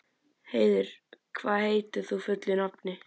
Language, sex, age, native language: Icelandic, male, 11, Icelandic